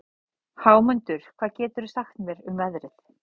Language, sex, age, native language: Icelandic, female, 30-39, Icelandic